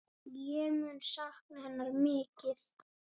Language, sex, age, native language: Icelandic, female, 6, Icelandic